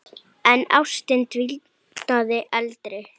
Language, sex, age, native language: Icelandic, female, 9, Icelandic